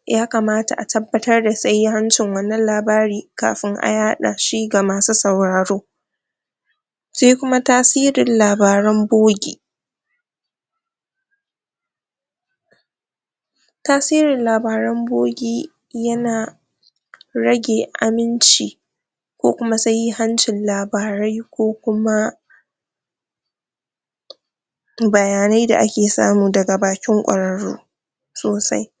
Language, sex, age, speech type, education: Hausa, female, 46-60, spontaneous, tertiary